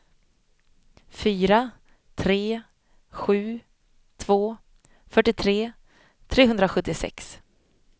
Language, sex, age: Swedish, female, 25